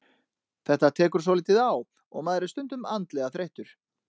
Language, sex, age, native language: Icelandic, male, 30-39, Icelandic